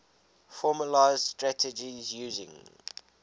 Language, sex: English, male